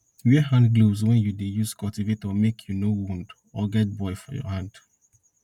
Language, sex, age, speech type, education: Nigerian Pidgin, male, 15-29, spontaneous, tertiary